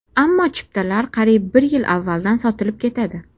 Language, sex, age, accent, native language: Uzbek, female, under 19, Namangan, Uzbek